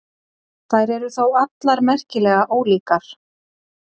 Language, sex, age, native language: Icelandic, female, 30-39, Icelandic